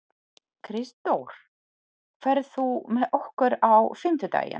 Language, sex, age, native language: Icelandic, female, 40-49, Polish